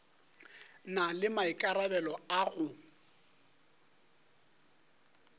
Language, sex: Northern Sotho, male